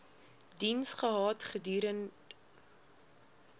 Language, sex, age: Afrikaans, female, 21